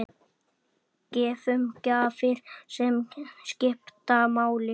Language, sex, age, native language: Icelandic, male, 8, Icelandic